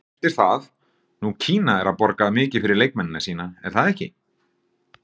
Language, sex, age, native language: Icelandic, male, 40-49, Icelandic